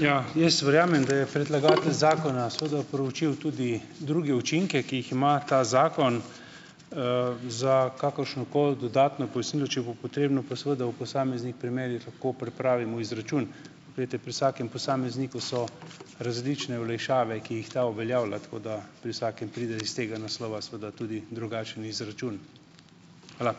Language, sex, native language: Slovenian, male, Slovenian